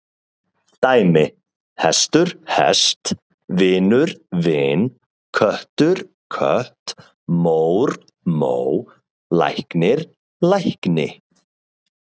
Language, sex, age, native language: Icelandic, male, 30-39, Icelandic